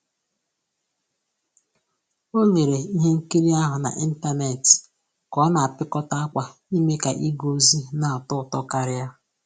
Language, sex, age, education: Igbo, female, 15-29, tertiary